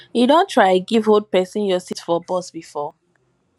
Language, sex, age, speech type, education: Nigerian Pidgin, female, 15-29, spontaneous, tertiary